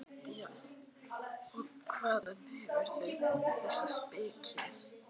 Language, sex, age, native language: Icelandic, other, 12, Icelandic